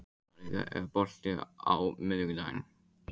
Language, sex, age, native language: Icelandic, male, 15, Icelandic